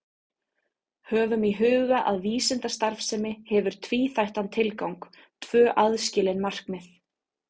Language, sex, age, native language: Icelandic, female, 30-39, Icelandic